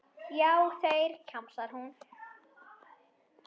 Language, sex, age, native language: Icelandic, female, 10, Icelandic